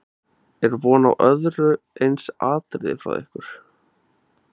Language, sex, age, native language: Icelandic, male, 20-29, Icelandic